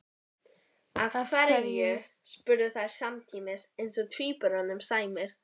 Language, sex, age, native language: Icelandic, female, 11, Icelandic